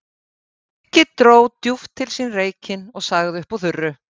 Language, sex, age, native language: Icelandic, female, 50-59, Icelandic